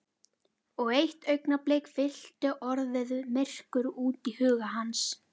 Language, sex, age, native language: Icelandic, female, 12, Icelandic